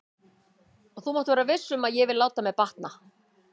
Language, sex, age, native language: Icelandic, female, 50-59, Icelandic